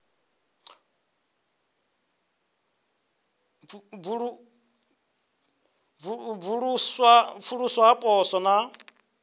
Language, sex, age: Venda, male, 23